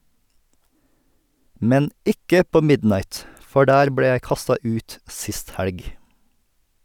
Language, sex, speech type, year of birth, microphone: Norwegian, male, read, 1989, Sennheiser